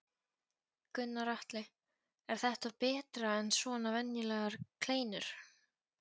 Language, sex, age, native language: Icelandic, female, 14, Polish